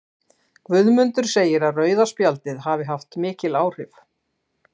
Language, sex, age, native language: Icelandic, female, 60-69, Icelandic